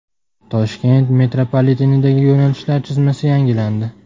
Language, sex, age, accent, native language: Uzbek, male, 19-29, Namangan, Uzbek